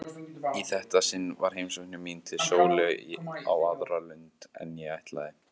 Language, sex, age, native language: Icelandic, male, 18-19, Icelandic